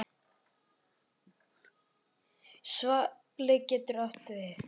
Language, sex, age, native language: Icelandic, female, 8, Icelandic